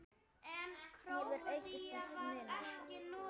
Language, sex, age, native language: Icelandic, female, 9, Icelandic